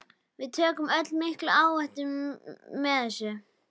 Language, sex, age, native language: Icelandic, female, 11, Icelandic